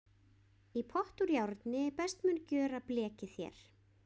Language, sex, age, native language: Icelandic, female, 20-29, Icelandic